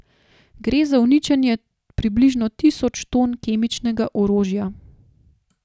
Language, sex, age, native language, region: Slovenian, female, 30-49, Slovenian, Gorenjska region